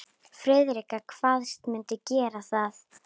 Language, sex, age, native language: Icelandic, female, 9, Icelandic